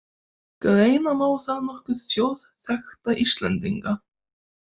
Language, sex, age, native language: Icelandic, male, 18-19, Icelandic